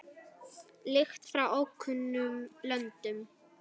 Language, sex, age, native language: Icelandic, female, 10, Icelandic